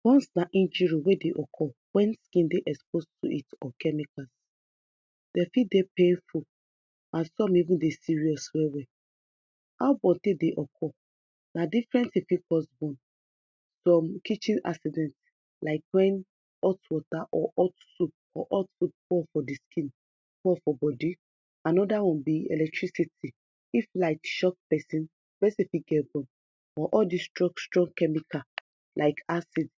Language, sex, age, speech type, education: Nigerian Pidgin, female, 30-45, spontaneous, tertiary